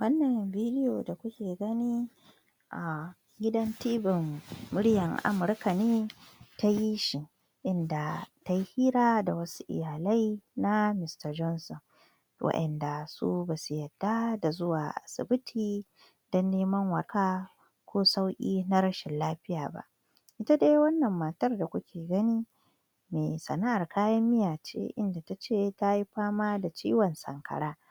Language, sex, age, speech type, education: Hausa, female, 46-60, spontaneous, tertiary